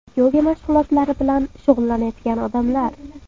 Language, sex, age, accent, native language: Uzbek, female, 18-24, Surxondaryo, Uzbek